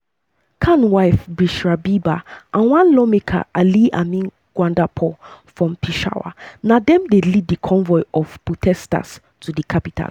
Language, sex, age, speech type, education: Nigerian Pidgin, female, 15-29, spontaneous, tertiary